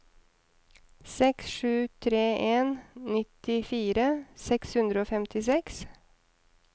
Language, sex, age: Norwegian, female, 30